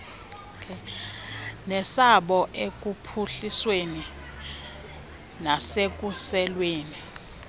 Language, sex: Xhosa, female